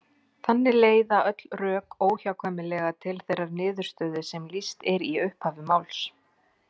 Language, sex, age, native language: Icelandic, female, 40-49, Icelandic